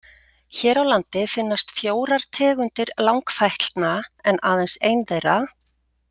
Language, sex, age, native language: Icelandic, female, 40-49, Icelandic